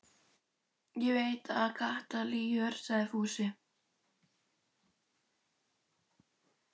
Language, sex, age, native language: Icelandic, female, 12, Icelandic